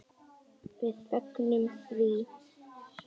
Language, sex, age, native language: Icelandic, female, 10, Icelandic